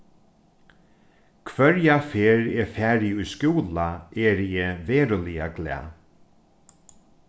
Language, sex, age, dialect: Faroese, male, 36-60, Norðurstreymoy/Eysturoy